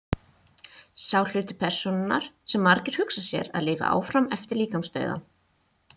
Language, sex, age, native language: Icelandic, female, 20-29, Icelandic